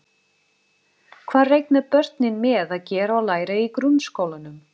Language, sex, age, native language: Icelandic, female, 30-39, Portuguese